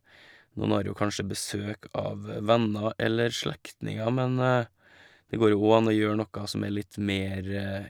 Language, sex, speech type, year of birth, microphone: Norwegian, male, spontaneous, 1985, Shure